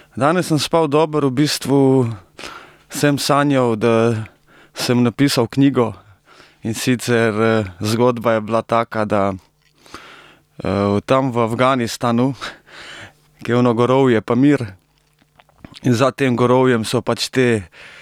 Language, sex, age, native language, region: Slovenian, male, 30-49, Slovenian, Primorsko-notranjska region